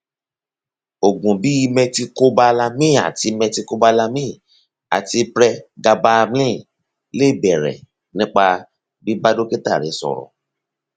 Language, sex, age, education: Yoruba, male, 30-45, tertiary